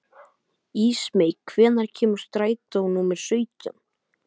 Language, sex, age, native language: Icelandic, male, 12, Icelandic